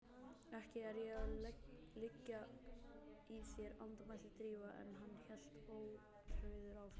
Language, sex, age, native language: Icelandic, male, 30-39, Icelandic